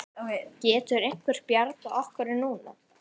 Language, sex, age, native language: Icelandic, male, 10, Icelandic